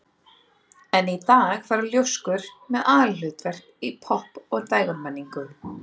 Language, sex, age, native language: Icelandic, female, 30-39, Icelandic